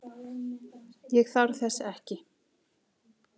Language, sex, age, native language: Icelandic, female, 40-49, Icelandic